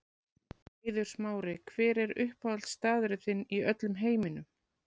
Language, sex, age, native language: Icelandic, female, 40-49, Icelandic